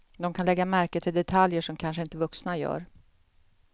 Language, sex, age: Swedish, female, 48